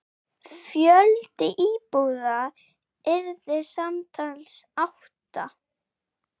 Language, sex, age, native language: Icelandic, female, 8, Icelandic